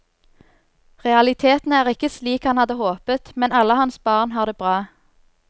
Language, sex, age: Norwegian, female, 24